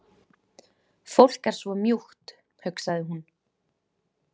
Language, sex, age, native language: Icelandic, female, 20-29, Icelandic